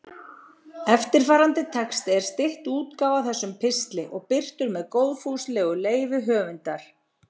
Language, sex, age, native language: Icelandic, female, 40-49, Icelandic